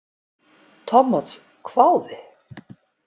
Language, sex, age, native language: Icelandic, female, 50-59, Icelandic